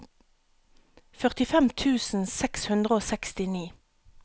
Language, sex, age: Norwegian, female, 37